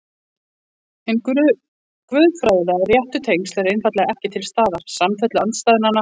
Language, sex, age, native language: Icelandic, female, 40-49, Icelandic